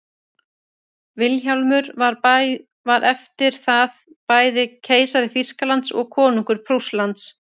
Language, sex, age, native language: Icelandic, female, 30-39, Icelandic